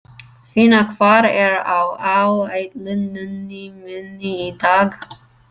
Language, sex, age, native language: Icelandic, female, 30-39, English